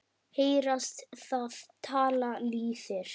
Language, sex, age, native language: Icelandic, female, 10, Icelandic